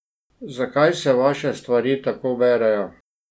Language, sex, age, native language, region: Slovenian, male, 60+, Slovenian, Drava region